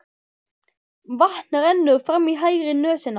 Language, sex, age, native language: Icelandic, male, 12, Icelandic